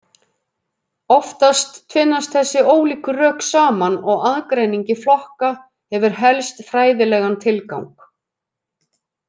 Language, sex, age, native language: Icelandic, female, 50-59, Icelandic